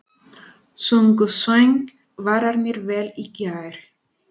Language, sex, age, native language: Icelandic, female, 40-49, Spanish